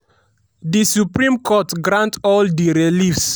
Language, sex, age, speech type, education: Nigerian Pidgin, male, 15-29, spontaneous, tertiary